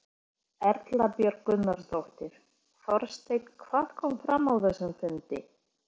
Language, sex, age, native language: Icelandic, female, 40-49, Polish